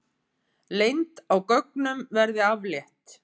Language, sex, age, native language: Icelandic, female, 50-59, Icelandic